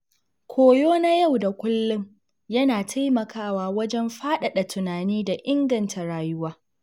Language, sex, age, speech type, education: Hausa, female, 15-29, read, secondary